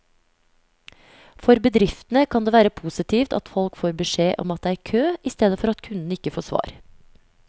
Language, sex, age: Norwegian, female, 35